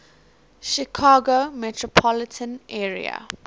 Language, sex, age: English, female, 19